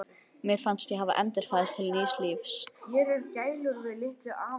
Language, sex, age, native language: Icelandic, female, 11, Icelandic